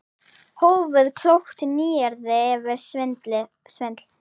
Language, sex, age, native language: Icelandic, female, 9, Icelandic